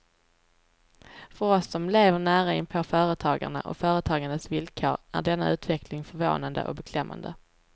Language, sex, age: Swedish, female, 23